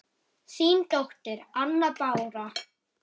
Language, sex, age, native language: Icelandic, female, 8, Icelandic